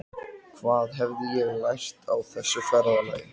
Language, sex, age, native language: Icelandic, male, 13, Icelandic